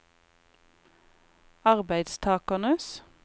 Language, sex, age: Norwegian, female, 28